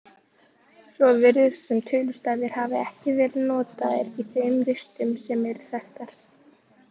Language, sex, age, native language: Icelandic, female, 18-19, Icelandic